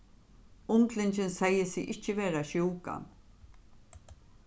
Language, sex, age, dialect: Faroese, female, 36-60, Norðurstreymoy/Eysturoy